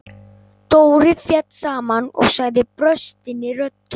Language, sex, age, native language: Icelandic, male, 11, Icelandic